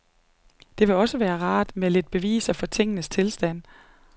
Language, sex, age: Danish, female, 39